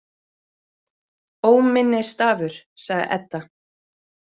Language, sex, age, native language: Icelandic, female, 30-39, Icelandic